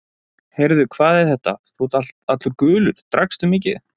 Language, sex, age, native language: Icelandic, male, 20-29, Icelandic